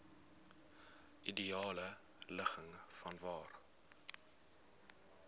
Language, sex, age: Afrikaans, male, 20